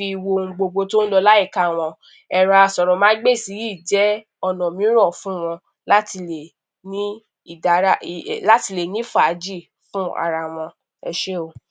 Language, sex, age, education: Yoruba, female, 15-29, tertiary